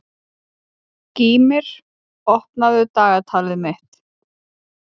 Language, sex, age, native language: Icelandic, female, 30-39, Icelandic